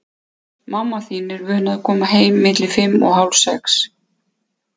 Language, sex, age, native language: Icelandic, female, 50-59, Icelandic